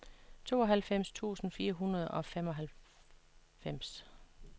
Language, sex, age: Danish, female, 56